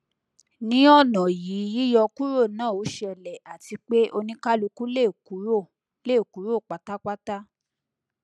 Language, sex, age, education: Yoruba, female, 30-45, tertiary